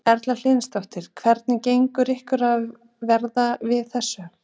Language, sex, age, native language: Icelandic, female, 40-49, Icelandic